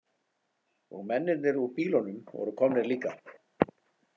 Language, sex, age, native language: Icelandic, male, 40-49, Icelandic